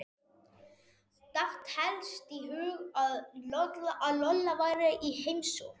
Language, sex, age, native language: Icelandic, male, 40-49, Spanish